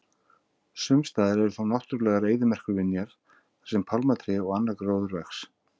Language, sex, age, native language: Icelandic, male, 50-59, Icelandic